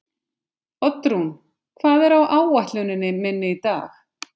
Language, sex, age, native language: Icelandic, female, 50-59, Icelandic